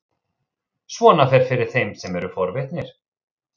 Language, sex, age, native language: Icelandic, male, 30-39, Icelandic